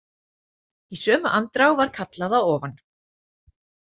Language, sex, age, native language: Icelandic, female, 40-49, Icelandic